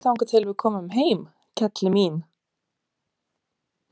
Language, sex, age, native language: Icelandic, female, 30-39, Romanian